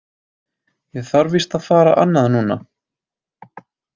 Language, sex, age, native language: Icelandic, male, 20-29, Icelandic